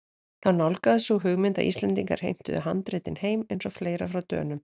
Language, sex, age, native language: Icelandic, female, 40-49, Icelandic